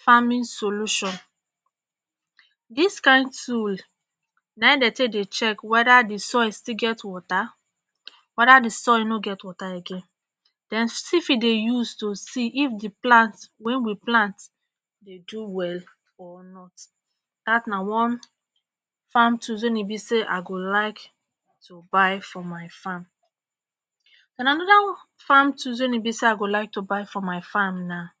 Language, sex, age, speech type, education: Nigerian Pidgin, female, 30-45, spontaneous, tertiary